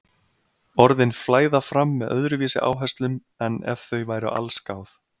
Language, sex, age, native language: Icelandic, male, 30-39, Icelandic